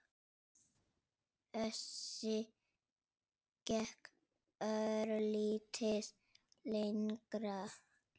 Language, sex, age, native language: Icelandic, male, 6, Icelandic